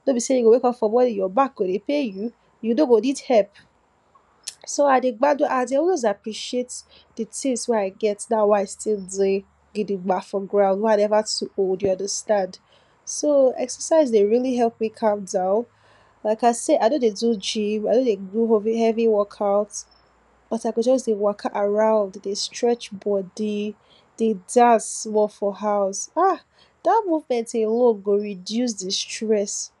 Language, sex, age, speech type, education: Nigerian Pidgin, female, 46-60, spontaneous, tertiary